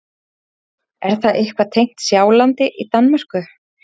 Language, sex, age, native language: Icelandic, female, 30-39, Icelandic